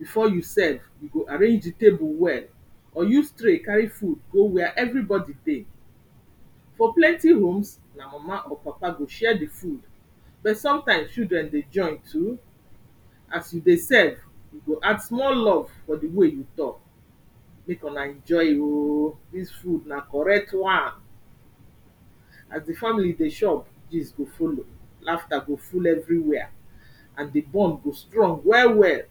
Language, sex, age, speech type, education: Nigerian Pidgin, female, 46-60, spontaneous, secondary